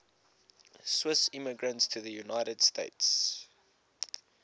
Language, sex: English, male